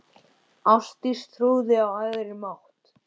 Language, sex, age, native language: Icelandic, male, 10, Icelandic